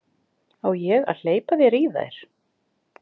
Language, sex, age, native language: Icelandic, female, 50-59, Icelandic